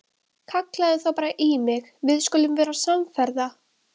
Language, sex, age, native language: Icelandic, female, 12, Icelandic